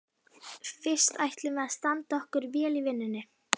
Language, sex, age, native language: Icelandic, female, 12, Icelandic